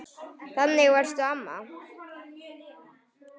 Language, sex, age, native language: Icelandic, male, 9, Icelandic